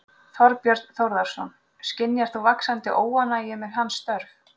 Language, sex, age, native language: Icelandic, female, 40-49, Icelandic